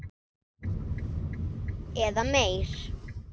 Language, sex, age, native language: Icelandic, female, 7, Icelandic